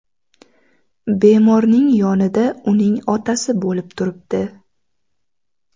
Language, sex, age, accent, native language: Uzbek, female, 18-24, Samarqand, Uzbek